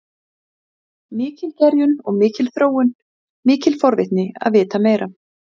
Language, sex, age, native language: Icelandic, female, 40-49, Icelandic